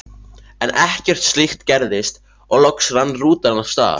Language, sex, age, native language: Icelandic, male, 14, Icelandic